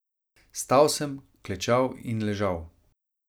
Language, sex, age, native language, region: Slovenian, male, 30-49, Slovenian, Savinja region